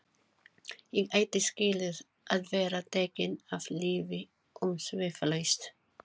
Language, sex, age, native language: Icelandic, female, 40-49, Filipino